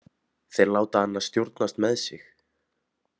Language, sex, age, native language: Icelandic, male, 18-19, Icelandic